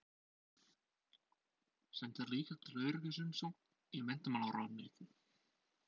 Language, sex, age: Icelandic, male, 20-29